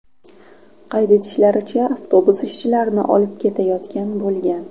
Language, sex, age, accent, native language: Uzbek, female, 12-17, Toshkent viloyati, Uzbek